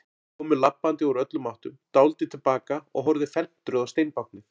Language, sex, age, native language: Icelandic, male, 40-49, Icelandic